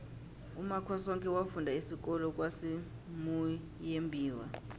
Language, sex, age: South Ndebele, female, 23